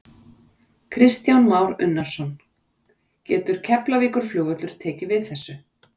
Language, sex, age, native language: Icelandic, female, 40-49, Icelandic